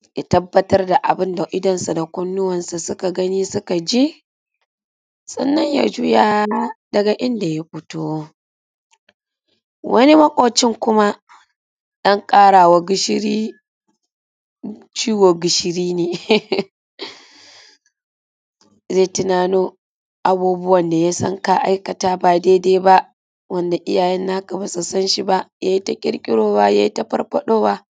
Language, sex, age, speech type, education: Hausa, female, 30-45, spontaneous, tertiary